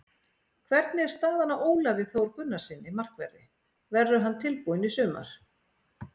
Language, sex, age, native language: Icelandic, female, 40-49, Icelandic